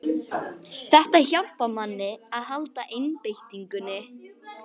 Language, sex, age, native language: Icelandic, female, 18-19, Icelandic